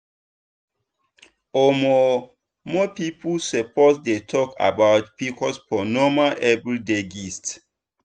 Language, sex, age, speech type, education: Nigerian Pidgin, male, 15-29, spontaneous, tertiary